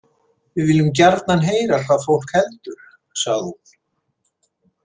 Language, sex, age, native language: Icelandic, male, 70-79, Icelandic